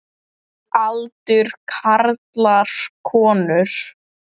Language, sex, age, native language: Icelandic, male, 10, Icelandic